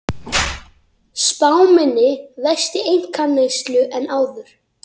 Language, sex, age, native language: Icelandic, female, 30-39, Icelandic